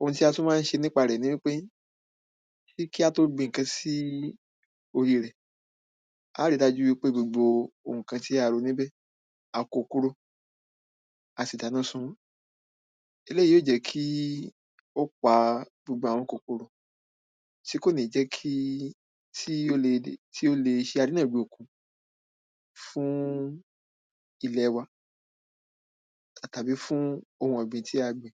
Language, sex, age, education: Yoruba, male, 15-29, primary